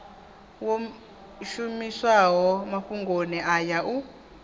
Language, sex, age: Venda, female, 19